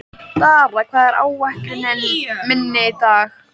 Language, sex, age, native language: Icelandic, female, 13, Icelandic